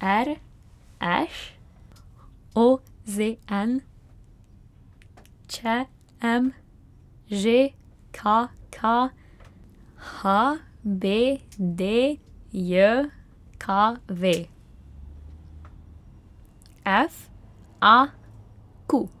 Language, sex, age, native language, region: Slovenian, female, 18-29, Slovenian, Pomurje region